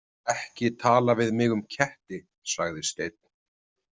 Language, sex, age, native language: Icelandic, male, 30-39, Icelandic